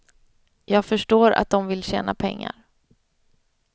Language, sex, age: Swedish, female, 31